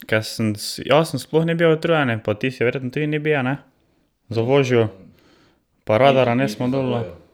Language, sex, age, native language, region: Slovenian, male, 18-29, Slovenian, Drava region